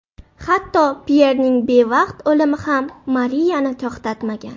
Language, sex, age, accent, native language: Uzbek, female, 12-17, Buxoro, Uzbek